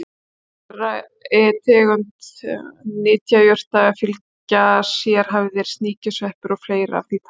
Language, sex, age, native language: Icelandic, female, 30-39, Icelandic